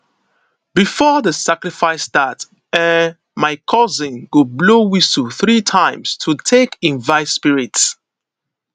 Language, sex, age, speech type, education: Nigerian Pidgin, male, 15-29, spontaneous, tertiary